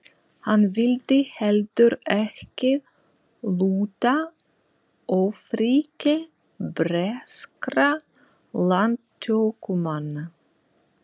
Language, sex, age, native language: Icelandic, female, 40-49, Russian